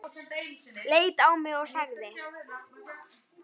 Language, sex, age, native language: Icelandic, male, 9, Icelandic